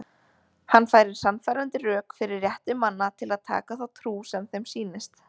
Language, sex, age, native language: Icelandic, female, 20-29, Icelandic